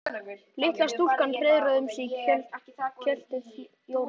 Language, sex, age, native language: Icelandic, male, 11, Icelandic